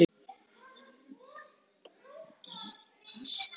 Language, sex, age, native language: Icelandic, male, 13, Icelandic